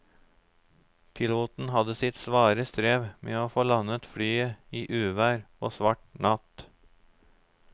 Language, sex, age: Norwegian, male, 34